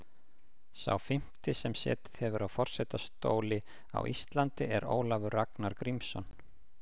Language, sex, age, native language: Icelandic, male, 50-59, Icelandic